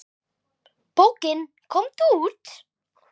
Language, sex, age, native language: Icelandic, male, 10, Icelandic